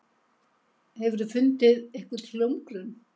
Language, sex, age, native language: Icelandic, female, 70-79, Icelandic